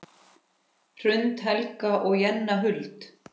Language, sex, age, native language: Icelandic, female, 10, Icelandic